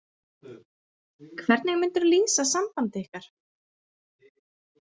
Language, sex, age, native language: Icelandic, female, 30-39, Icelandic